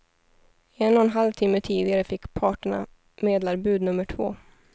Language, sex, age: Swedish, female, 23